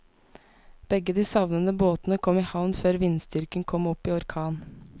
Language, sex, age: Norwegian, female, 19